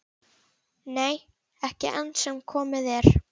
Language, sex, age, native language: Icelandic, female, 11, Icelandic